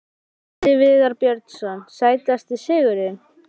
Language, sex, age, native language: Icelandic, female, 12, Icelandic